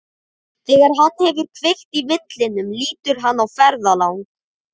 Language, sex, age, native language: Icelandic, male, 12, Icelandic